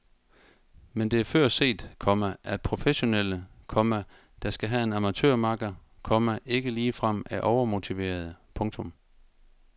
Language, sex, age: Danish, male, 42